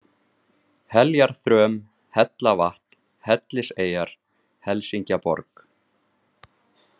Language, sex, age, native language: Icelandic, male, 30-39, Icelandic